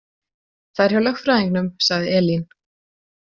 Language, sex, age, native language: Icelandic, female, 20-29, Icelandic